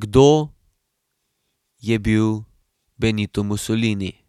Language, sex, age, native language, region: Slovenian, male, 18-29, Slovenian, Drava region